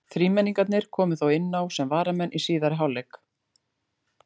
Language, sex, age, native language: Icelandic, female, 40-49, Icelandic